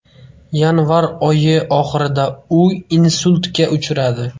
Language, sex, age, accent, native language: Uzbek, male, 12-17, Qashqadaryo, Uzbek